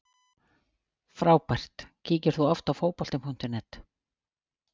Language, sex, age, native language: Icelandic, female, 40-49, Icelandic